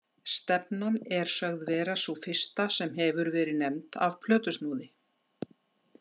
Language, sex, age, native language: Icelandic, female, 50-59, Icelandic